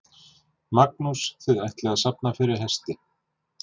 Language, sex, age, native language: Icelandic, male, 40-49, Icelandic